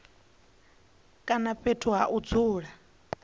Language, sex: Venda, female